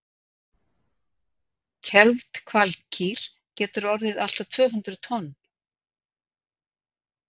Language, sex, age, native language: Icelandic, female, 60-69, Icelandic